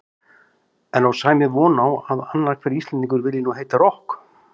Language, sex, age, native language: Icelandic, male, 50-59, Icelandic